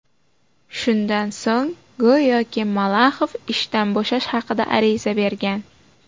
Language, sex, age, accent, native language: Uzbek, female, 19-29, Buxoro, Uzbek